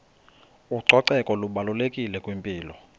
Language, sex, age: Xhosa, male, 21